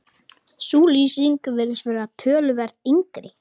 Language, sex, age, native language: Icelandic, female, 30-39, Icelandic